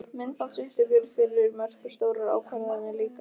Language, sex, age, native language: Icelandic, female, 15, Icelandic